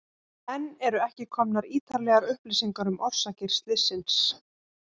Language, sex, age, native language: Icelandic, female, 18-19, Icelandic